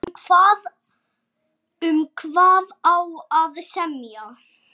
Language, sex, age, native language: Icelandic, male, 6, Icelandic